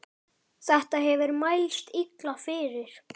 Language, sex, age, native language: Icelandic, male, 10, Icelandic